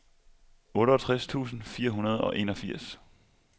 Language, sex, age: Danish, male, 25